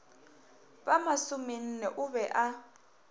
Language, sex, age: Northern Sotho, female, 21